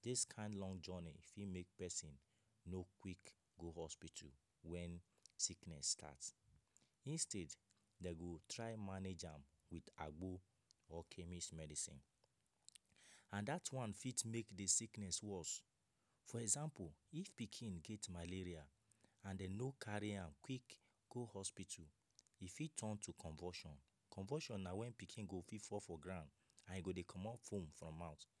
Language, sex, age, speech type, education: Nigerian Pidgin, male, 15-29, spontaneous, tertiary